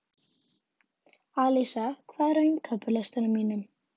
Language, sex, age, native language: Icelandic, female, 11, Icelandic